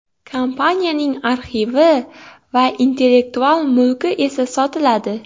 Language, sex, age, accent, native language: Uzbek, female, 18-24, Xorazm, Uzbek